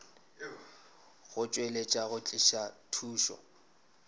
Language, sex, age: Northern Sotho, male, 26